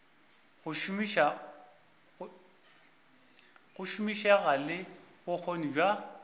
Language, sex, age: Northern Sotho, male, 24